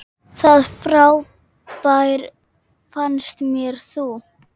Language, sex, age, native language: Icelandic, female, 8, Icelandic